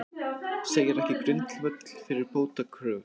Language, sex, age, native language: Icelandic, other, 18-19, Icelandic